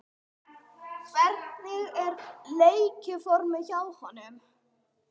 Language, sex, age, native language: Icelandic, female, 30-39, English